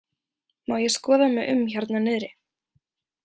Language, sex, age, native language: Icelandic, female, 20-29, Icelandic